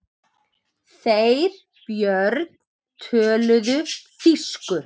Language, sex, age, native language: Icelandic, male, 7, Icelandic